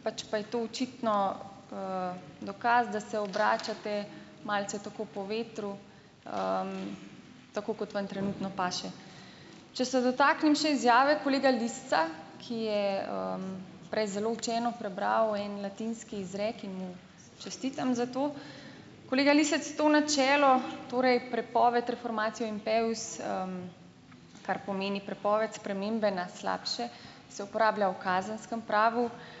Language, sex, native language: Slovenian, female, Slovenian